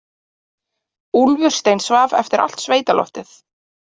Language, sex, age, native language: Icelandic, female, 30-39, Icelandic